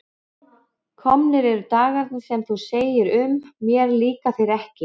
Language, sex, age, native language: Icelandic, female, 40-49, Icelandic